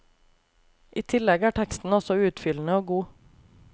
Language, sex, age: Norwegian, female, 28